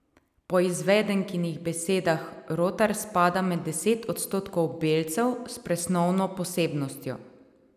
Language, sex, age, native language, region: Slovenian, female, 30-49, Slovenian, Savinja region